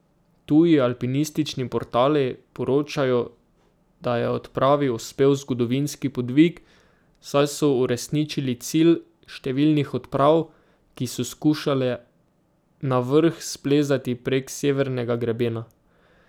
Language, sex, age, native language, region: Slovenian, male, 18-29, Slovenian, Drava region